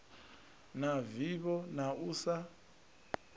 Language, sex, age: Venda, male, 39